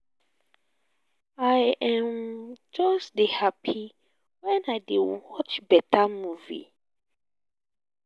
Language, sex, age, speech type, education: Nigerian Pidgin, female, 15-29, spontaneous, tertiary